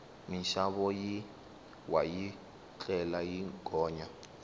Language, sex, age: Tsonga, male, 19